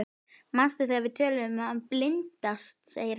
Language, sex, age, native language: Icelandic, female, 12, Icelandic